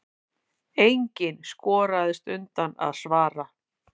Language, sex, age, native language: Icelandic, female, 50-59, Icelandic